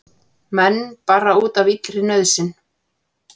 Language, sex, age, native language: Icelandic, female, 40-49, Icelandic